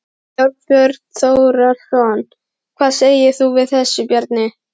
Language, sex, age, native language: Icelandic, female, 12, Icelandic